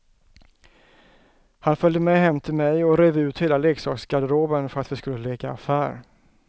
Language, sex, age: Swedish, male, 34